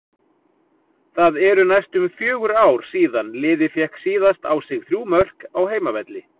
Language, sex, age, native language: Icelandic, male, 40-49, Icelandic